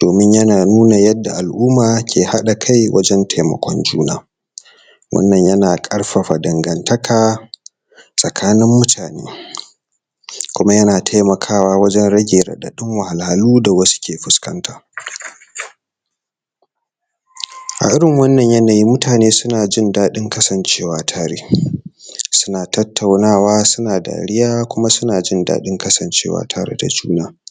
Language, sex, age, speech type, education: Hausa, male, 30-45, spontaneous, tertiary